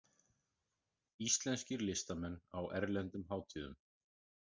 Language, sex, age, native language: Icelandic, male, 40-49, Icelandic